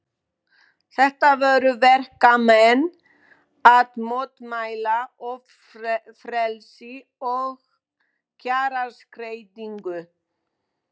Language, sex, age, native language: Icelandic, female, 20-29, Polish